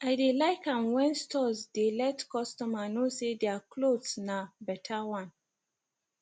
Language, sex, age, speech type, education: Nigerian Pidgin, female, 15-29, spontaneous, secondary